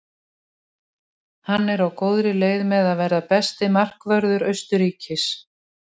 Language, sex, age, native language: Icelandic, female, 60-69, Icelandic